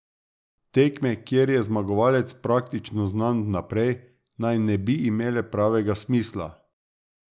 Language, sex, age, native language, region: Slovenian, male, 30-49, Slovenian, Drava region